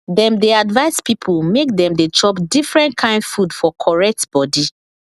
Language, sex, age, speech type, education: Nigerian Pidgin, female, 15-29, spontaneous, tertiary